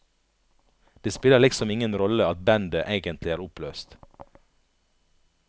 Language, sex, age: Norwegian, male, 39